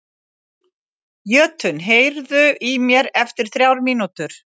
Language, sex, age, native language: Icelandic, female, 60-69, Icelandic